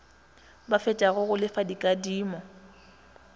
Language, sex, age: Northern Sotho, female, 21